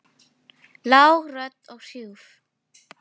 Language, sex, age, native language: Icelandic, female, 10, Filipino